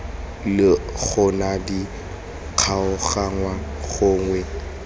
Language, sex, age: Tswana, male, 21